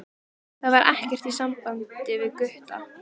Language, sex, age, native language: Icelandic, female, 13, Icelandic